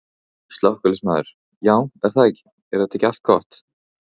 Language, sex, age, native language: Icelandic, male, 15, Icelandic